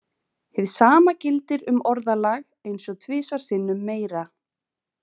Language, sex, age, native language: Icelandic, female, 20-29, Icelandic